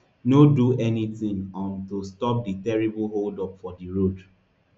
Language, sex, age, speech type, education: Nigerian Pidgin, male, 15-29, spontaneous, tertiary